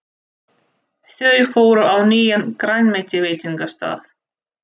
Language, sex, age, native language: Icelandic, female, 30-39, Russian